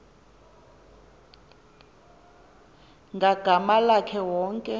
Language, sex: Xhosa, female